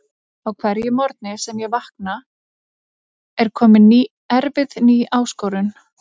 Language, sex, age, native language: Icelandic, female, 30-39, Icelandic